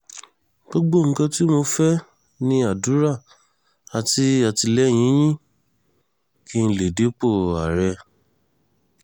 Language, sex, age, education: Yoruba, male, 15-29, tertiary